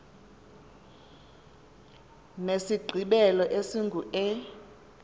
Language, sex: Xhosa, female